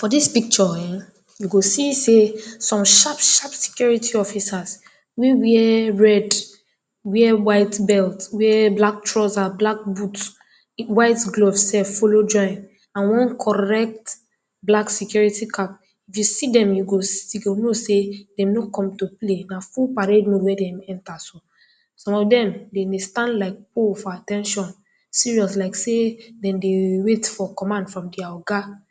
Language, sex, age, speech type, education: Nigerian Pidgin, female, 15-29, spontaneous, tertiary